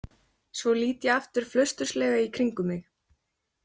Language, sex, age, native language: Icelandic, female, 20-29, Icelandic